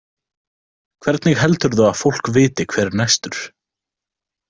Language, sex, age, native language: Icelandic, male, 18-19, Icelandic